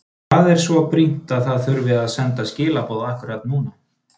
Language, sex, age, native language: Icelandic, male, 30-39, Icelandic